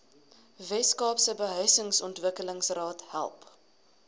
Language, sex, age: Afrikaans, female, 19